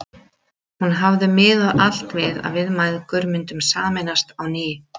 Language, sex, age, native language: Icelandic, female, 30-39, Icelandic